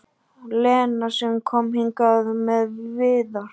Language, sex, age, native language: Icelandic, male, 12, Icelandic